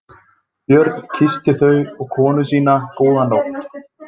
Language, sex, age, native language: Icelandic, male, 20-29, Icelandic